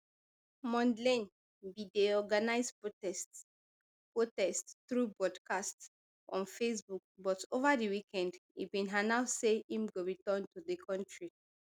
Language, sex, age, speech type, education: Nigerian Pidgin, female, 30-45, spontaneous, tertiary